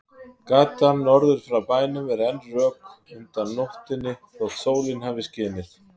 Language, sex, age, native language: Icelandic, male, 50-59, Icelandic